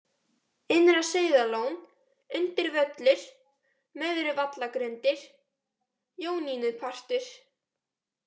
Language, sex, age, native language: Icelandic, female, 18-19, Icelandic